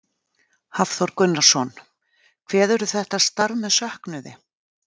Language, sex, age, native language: Icelandic, female, 40-49, Icelandic